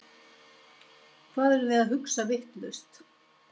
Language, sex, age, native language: Icelandic, female, 70-79, Icelandic